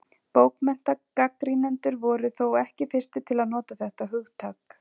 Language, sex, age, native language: Icelandic, female, 40-49, Icelandic